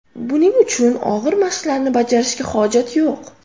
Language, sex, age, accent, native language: Uzbek, female, under 19, Toshkent shahri, Uzbek